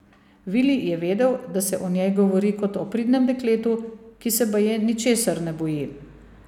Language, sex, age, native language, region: Slovenian, female, 50-59, Slovenian, Savinja region